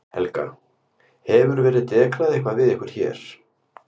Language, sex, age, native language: Icelandic, male, 50-59, Icelandic